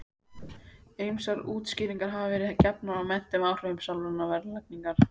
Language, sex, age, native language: Icelandic, female, 18-19, Icelandic